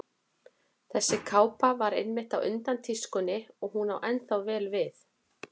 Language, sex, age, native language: Icelandic, female, 40-49, Icelandic